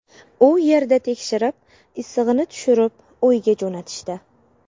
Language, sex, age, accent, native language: Uzbek, female, 18-24, Qashqadaryo, Uzbek